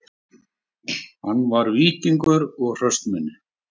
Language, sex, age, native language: Icelandic, male, 40-49, Icelandic